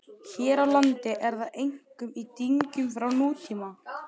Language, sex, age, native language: Icelandic, male, 11, Icelandic